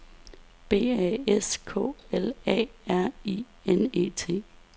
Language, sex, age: Danish, female, 32